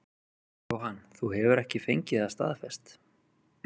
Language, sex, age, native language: Icelandic, male, 30-39, Icelandic